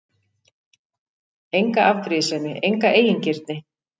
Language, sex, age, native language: Icelandic, female, 50-59, Icelandic